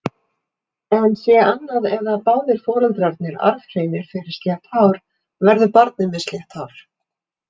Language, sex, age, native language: Icelandic, female, 40-49, Icelandic